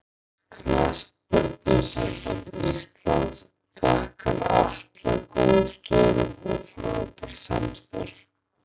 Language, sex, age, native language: Icelandic, male, 20-29, Icelandic